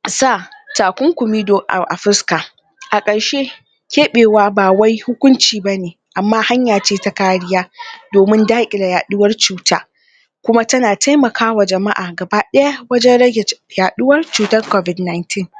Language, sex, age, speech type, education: Hausa, female, 46-60, spontaneous, tertiary